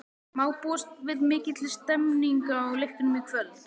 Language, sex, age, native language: Icelandic, male, 12, Icelandic